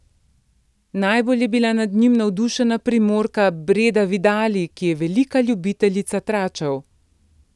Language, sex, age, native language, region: Slovenian, female, 50-59, Slovenian, Central Slovenia